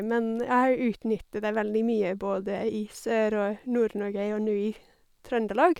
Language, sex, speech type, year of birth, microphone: Norwegian, female, spontaneous, 1985, Sennheiser